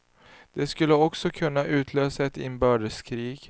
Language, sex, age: Swedish, male, 19